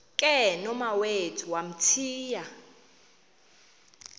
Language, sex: Xhosa, female